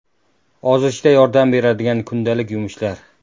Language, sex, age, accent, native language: Uzbek, male, 19-29, Farg'ona, Uzbek